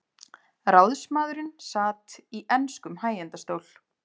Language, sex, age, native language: Icelandic, female, 30-39, Icelandic